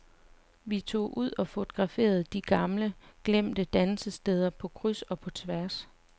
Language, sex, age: Danish, female, 35